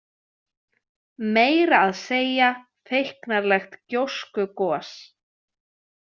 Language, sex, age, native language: Icelandic, female, 20-29, Icelandic